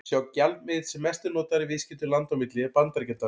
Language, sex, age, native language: Icelandic, male, 40-49, Icelandic